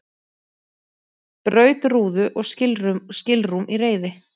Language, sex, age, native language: Icelandic, female, 30-39, Icelandic